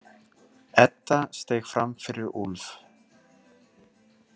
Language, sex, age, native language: Icelandic, male, 30-39, Icelandic